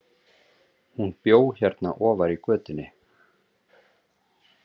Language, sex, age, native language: Icelandic, male, 30-39, Icelandic